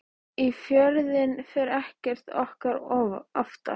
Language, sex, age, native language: Icelandic, female, 13, Icelandic